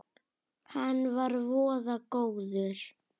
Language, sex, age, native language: Icelandic, female, 8, Icelandic